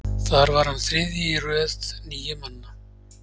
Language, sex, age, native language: Icelandic, male, 40-49, Icelandic